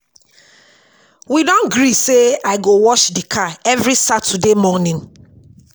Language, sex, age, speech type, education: Nigerian Pidgin, female, 46-60, spontaneous, tertiary